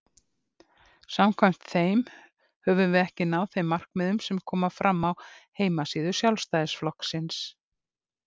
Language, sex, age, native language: Icelandic, female, 50-59, Icelandic